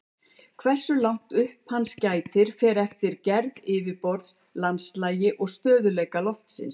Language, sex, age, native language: Icelandic, female, 70-79, Icelandic